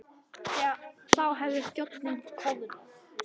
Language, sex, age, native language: Icelandic, male, 10, Icelandic